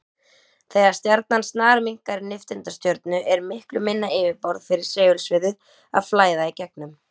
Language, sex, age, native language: Icelandic, female, 20-29, Icelandic